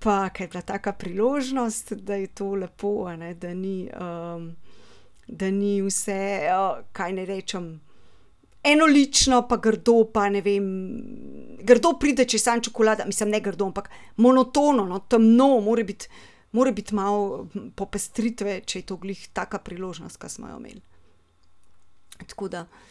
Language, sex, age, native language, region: Slovenian, female, 30-49, Slovenian, Central Slovenia